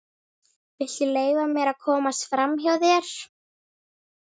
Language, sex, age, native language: Icelandic, female, 11, Icelandic